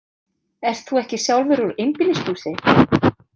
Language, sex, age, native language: Icelandic, female, 30-39, Icelandic